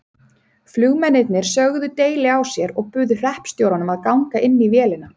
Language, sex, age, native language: Icelandic, female, 30-39, Icelandic